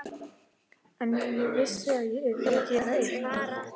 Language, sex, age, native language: Icelandic, female, 14, Icelandic